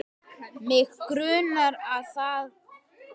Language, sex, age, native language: Icelandic, male, 10, Icelandic